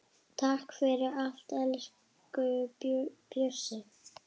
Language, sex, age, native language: Icelandic, female, 8, Icelandic